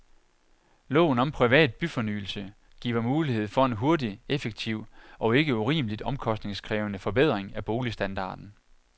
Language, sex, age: Danish, male, 41